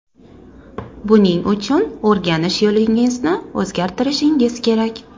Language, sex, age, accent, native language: Uzbek, female, 35+, Toshkent shahri, Uzbek